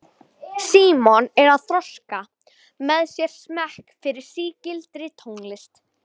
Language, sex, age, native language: Icelandic, female, 12, Icelandic